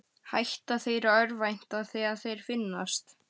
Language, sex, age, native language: Icelandic, female, 12, Icelandic